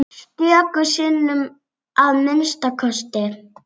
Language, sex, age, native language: Icelandic, female, 7, Icelandic